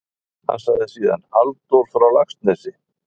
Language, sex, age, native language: Icelandic, male, 50-59, Icelandic